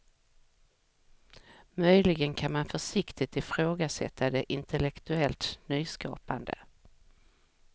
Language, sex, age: Swedish, female, 44